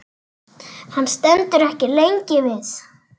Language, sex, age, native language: Icelandic, female, 8, Icelandic